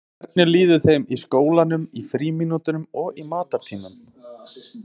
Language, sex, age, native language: Icelandic, male, 20-29, Icelandic